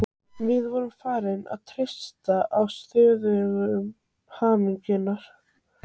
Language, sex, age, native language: Icelandic, female, 15, Icelandic